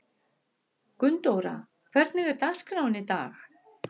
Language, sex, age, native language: Icelandic, female, 60-69, Icelandic